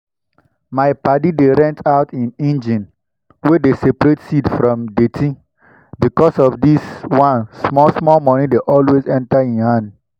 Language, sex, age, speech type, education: Nigerian Pidgin, male, 15-29, spontaneous, tertiary